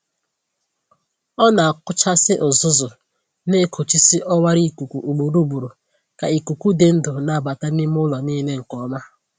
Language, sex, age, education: Igbo, female, 15-29, tertiary